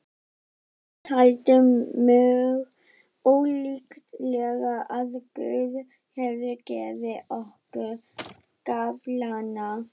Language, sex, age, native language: Icelandic, female, 12, Icelandic